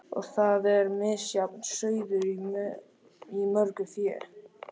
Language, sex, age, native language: Icelandic, male, 13, Icelandic